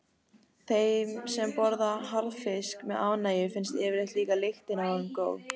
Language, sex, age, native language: Icelandic, female, 18-19, Icelandic